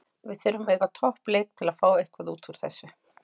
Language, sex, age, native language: Icelandic, female, 40-49, Icelandic